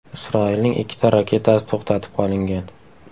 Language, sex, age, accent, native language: Uzbek, male, 18-24, Samarqand, Uzbek